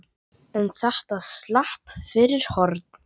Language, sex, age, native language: Icelandic, male, 10, Icelandic